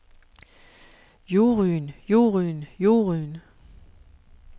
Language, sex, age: Danish, female, 41